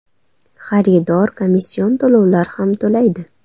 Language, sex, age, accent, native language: Uzbek, female, 19-29, Andijon, Uzbek